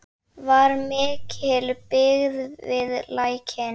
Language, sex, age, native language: Icelandic, female, 7, Icelandic